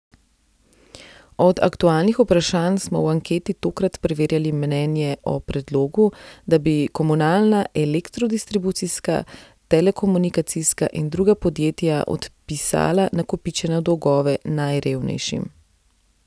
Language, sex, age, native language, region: Slovenian, female, 30-49, Slovenian, Central Slovenia